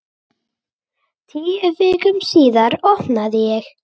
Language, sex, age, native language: Icelandic, male, 8, Icelandic